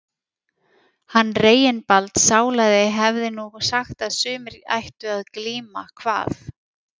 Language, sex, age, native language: Icelandic, female, 40-49, Icelandic